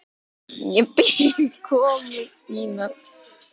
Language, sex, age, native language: Icelandic, male, 10, Icelandic